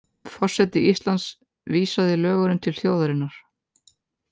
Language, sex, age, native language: Icelandic, male, 18-19, Icelandic